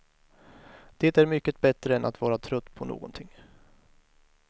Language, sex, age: Swedish, male, 23